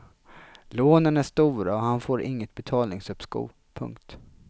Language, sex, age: Swedish, male, 33